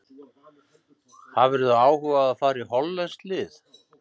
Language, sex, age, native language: Icelandic, male, 50-59, Icelandic